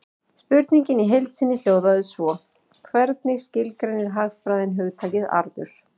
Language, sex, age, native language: Icelandic, female, 40-49, Icelandic